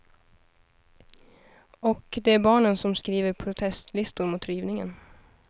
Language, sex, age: Swedish, female, 23